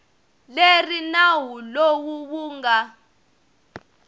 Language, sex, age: Tsonga, female, 22